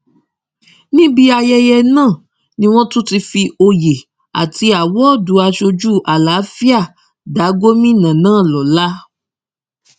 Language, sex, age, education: Yoruba, female, 15-29, tertiary